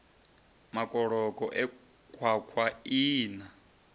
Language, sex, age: Venda, male, 30